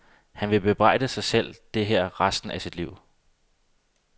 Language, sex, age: Danish, male, 32